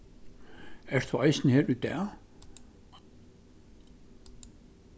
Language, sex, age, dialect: Faroese, male, 61+, Suðurstreymoy